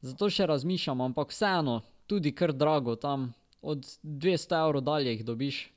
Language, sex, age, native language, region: Slovenian, male, 12-17, Slovenian, Drava region